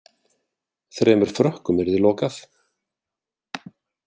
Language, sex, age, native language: Icelandic, male, 40-49, Icelandic